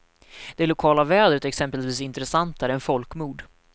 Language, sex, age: Swedish, male, 19